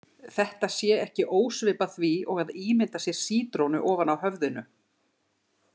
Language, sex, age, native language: Icelandic, female, 50-59, Icelandic